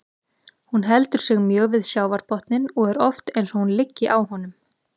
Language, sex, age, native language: Icelandic, female, 30-39, Icelandic